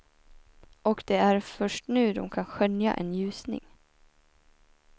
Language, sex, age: Swedish, female, 24